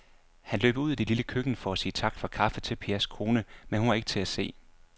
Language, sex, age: Danish, male, 24